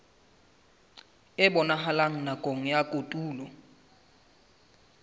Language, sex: Southern Sotho, male